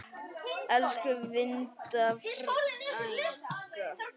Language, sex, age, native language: Icelandic, male, 8, Icelandic